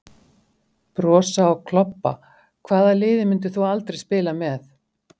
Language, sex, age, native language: Icelandic, female, 50-59, Icelandic